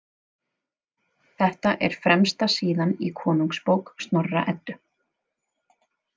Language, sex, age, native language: Icelandic, female, 30-39, Icelandic